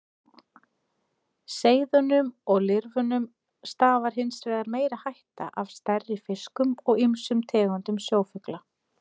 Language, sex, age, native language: Icelandic, female, 30-39, Icelandic